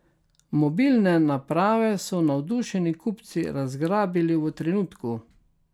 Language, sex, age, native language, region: Slovenian, male, 60+, Slovenian, Carinthia region